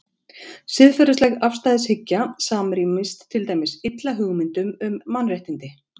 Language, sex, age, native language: Icelandic, female, 40-49, Icelandic